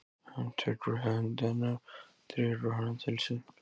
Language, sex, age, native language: Icelandic, male, 14, Icelandic